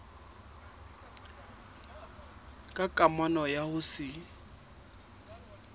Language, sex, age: Southern Sotho, male, 26